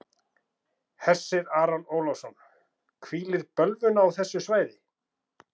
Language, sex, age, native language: Icelandic, male, 40-49, Icelandic